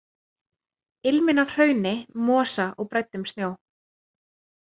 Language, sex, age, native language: Icelandic, female, 30-39, Icelandic